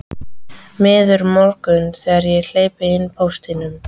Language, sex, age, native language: Icelandic, female, 13, Icelandic